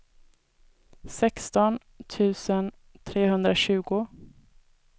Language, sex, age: Swedish, female, 24